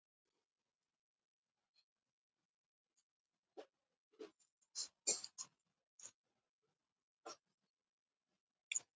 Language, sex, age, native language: Icelandic, male, 70-79, Icelandic